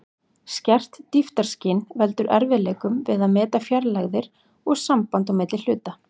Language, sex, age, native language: Icelandic, female, 40-49, Icelandic